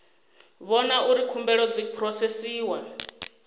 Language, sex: Venda, female